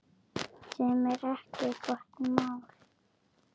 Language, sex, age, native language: Icelandic, female, 7, Icelandic